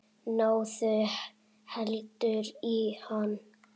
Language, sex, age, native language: Icelandic, male, 7, Icelandic